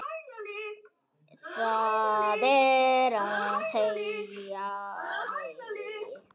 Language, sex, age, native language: Icelandic, male, 9, Icelandic